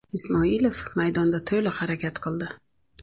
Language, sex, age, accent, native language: Uzbek, female, 35+, Navoiy, Uzbek